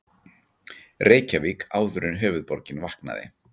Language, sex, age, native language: Icelandic, male, 40-49, Icelandic